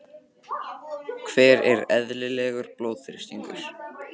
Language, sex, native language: Icelandic, male, Icelandic